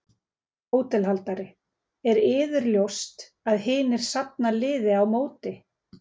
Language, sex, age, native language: Icelandic, female, 40-49, Icelandic